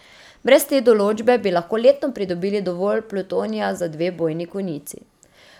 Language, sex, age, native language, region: Slovenian, female, 30-49, Slovenian, Drava region